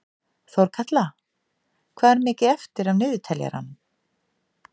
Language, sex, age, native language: Icelandic, female, 50-59, Icelandic